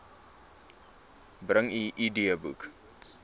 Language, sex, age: Afrikaans, male, 19